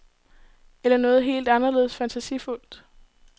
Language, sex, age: Danish, female, 18